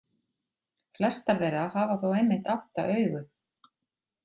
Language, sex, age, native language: Icelandic, female, 40-49, Icelandic